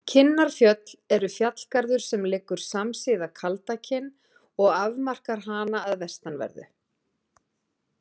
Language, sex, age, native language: Icelandic, female, 50-59, Icelandic